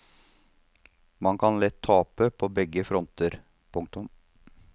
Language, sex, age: Norwegian, male, 39